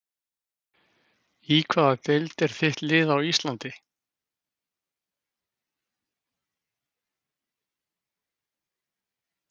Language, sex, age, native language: Icelandic, male, 50-59, Icelandic